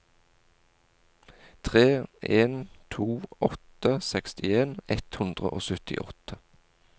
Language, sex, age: Norwegian, male, 40